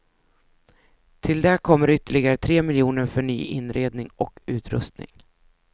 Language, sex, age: Swedish, female, 33